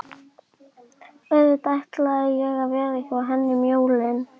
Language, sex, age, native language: Icelandic, male, 11, Icelandic